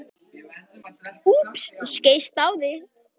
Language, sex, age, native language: Icelandic, male, 13, Icelandic